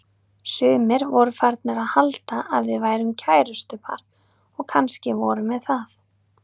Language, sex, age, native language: Icelandic, female, 30-39, Icelandic